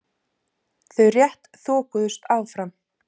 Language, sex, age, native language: Icelandic, female, 30-39, Icelandic